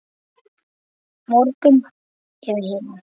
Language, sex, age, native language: Icelandic, female, 8, Icelandic